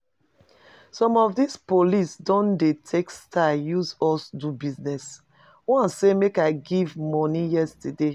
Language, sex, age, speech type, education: Nigerian Pidgin, female, 30-45, spontaneous, tertiary